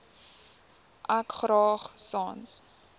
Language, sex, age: Afrikaans, female, 18